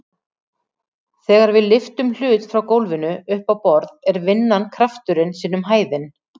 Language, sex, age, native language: Icelandic, female, 40-49, Icelandic